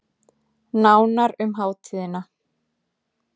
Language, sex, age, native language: Icelandic, female, 30-39, Icelandic